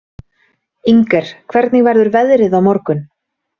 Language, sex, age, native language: Icelandic, female, 30-39, Icelandic